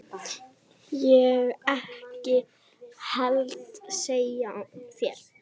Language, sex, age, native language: Icelandic, female, 8, Icelandic